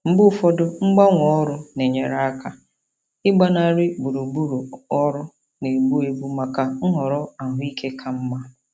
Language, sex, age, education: Igbo, female, 30-45, tertiary